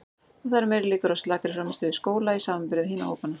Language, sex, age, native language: Icelandic, female, 40-49, Icelandic